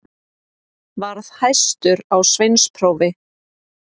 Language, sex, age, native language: Icelandic, female, 30-39, Icelandic